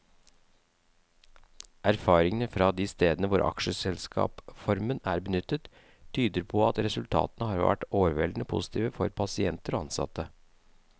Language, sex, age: Norwegian, male, 37